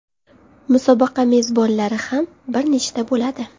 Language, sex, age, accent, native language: Uzbek, female, under 19, Qashqadaryo, Uzbek